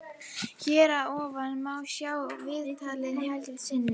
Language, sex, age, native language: Icelandic, female, 50-59, Icelandic